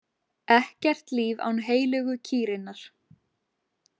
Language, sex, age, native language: Icelandic, female, 20-29, Icelandic